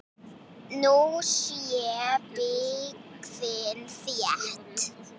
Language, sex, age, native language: Icelandic, female, 9, Icelandic